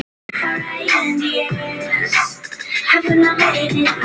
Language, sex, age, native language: Icelandic, female, 10, Icelandic